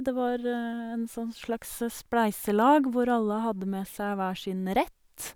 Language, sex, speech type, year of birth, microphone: Norwegian, female, spontaneous, 1971, Sennheiser